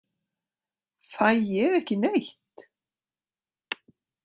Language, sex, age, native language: Icelandic, female, 60-69, Icelandic